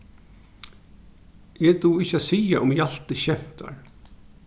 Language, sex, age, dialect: Faroese, male, 36-60, Norðurstreymoy/Eysturoy